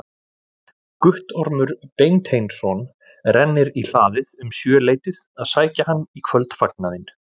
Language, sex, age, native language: Icelandic, male, 40-49, Icelandic